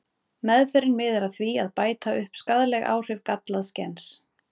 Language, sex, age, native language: Icelandic, female, 30-39, Icelandic